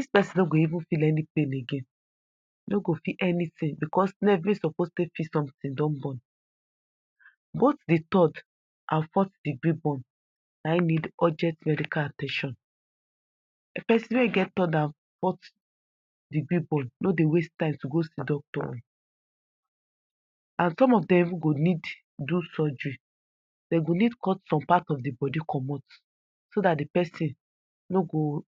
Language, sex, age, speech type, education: Nigerian Pidgin, female, 30-45, spontaneous, tertiary